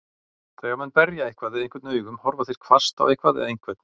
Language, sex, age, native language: Icelandic, male, 40-49, Icelandic